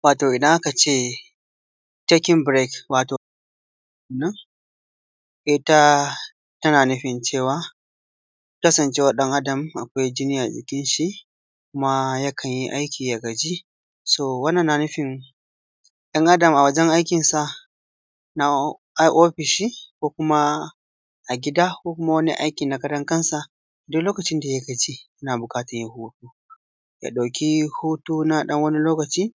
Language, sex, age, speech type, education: Hausa, male, 15-29, spontaneous, tertiary